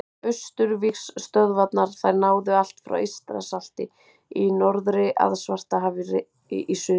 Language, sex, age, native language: Icelandic, female, 30-39, Icelandic